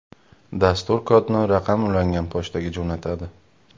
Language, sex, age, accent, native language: Uzbek, male, 25-34, Farg'ona, Uzbek